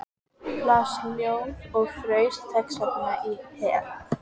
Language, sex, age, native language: Icelandic, female, 14, Icelandic